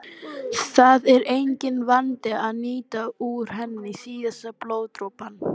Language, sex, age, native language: Icelandic, female, 12, Icelandic